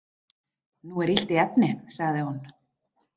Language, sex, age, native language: Icelandic, female, 40-49, Icelandic